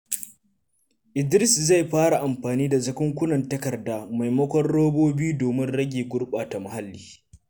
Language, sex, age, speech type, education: Hausa, male, 15-29, read, secondary